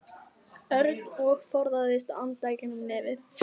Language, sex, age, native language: Icelandic, female, 15, Icelandic